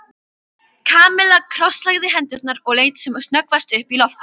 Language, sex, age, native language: Icelandic, female, 12, Icelandic